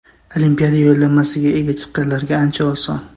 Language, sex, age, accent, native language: Uzbek, male, 18-24, Buxoro, Uzbek